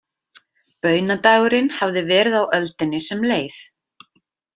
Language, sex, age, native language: Icelandic, female, 30-39, Icelandic